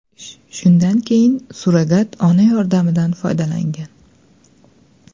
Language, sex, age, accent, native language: Uzbek, female, 25-34, Andijon, Uzbek